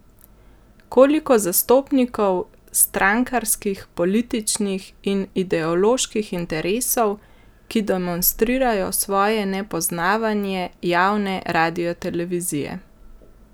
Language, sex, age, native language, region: Slovenian, male, 50-59, Slovenian, Central Slovenia